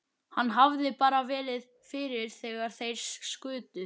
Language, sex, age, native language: Icelandic, male, 11, Icelandic